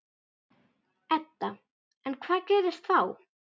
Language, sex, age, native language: Icelandic, female, 10, Icelandic